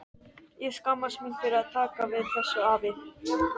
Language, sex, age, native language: Icelandic, male, 13, Icelandic